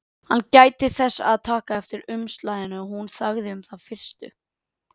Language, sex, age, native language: Icelandic, female, 30-39, Icelandic